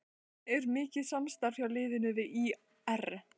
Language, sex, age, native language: Icelandic, female, 14, Icelandic